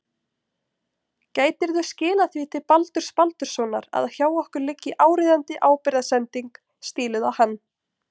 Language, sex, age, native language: Icelandic, female, 20-29, Icelandic